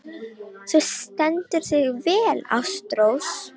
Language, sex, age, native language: Icelandic, female, 18-19, Romanian